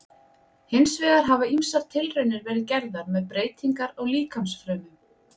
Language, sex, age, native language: Icelandic, female, 20-29, Icelandic